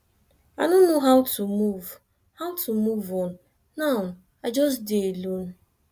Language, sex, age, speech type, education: Nigerian Pidgin, female, 15-29, spontaneous, tertiary